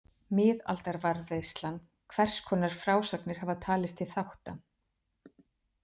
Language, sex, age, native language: Icelandic, female, 40-49, Icelandic